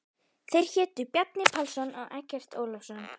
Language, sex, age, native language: Icelandic, female, 12, Icelandic